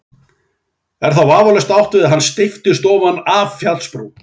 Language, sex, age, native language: Icelandic, male, 40-49, Icelandic